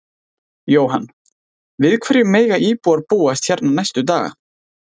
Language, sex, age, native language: Icelandic, male, 20-29, Icelandic